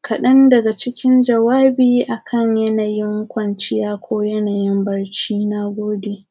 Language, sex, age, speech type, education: Hausa, female, 15-29, spontaneous, primary